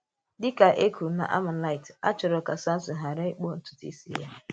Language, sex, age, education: Igbo, female, 15-29, tertiary